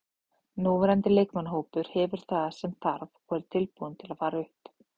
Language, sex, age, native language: Icelandic, female, 30-39, Icelandic